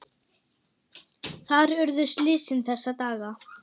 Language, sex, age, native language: Icelandic, female, 8, German